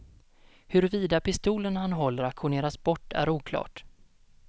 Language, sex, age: Swedish, male, 32